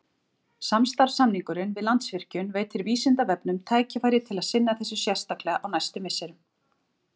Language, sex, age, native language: Icelandic, female, 40-49, Icelandic